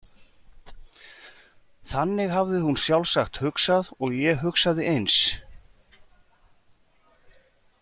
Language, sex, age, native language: Icelandic, male, 40-49, Icelandic